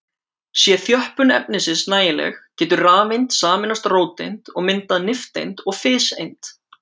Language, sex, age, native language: Icelandic, male, 18-19, Icelandic